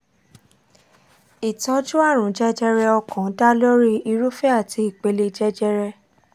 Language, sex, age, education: Yoruba, female, 15-29, tertiary